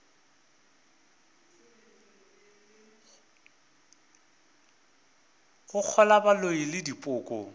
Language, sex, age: Northern Sotho, male, 24